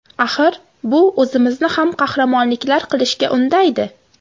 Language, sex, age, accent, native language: Uzbek, female, 18-24, Farg'ona, Uzbek